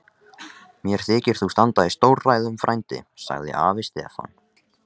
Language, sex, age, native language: Icelandic, male, 14, Icelandic